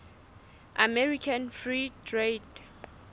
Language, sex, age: Southern Sotho, female, 20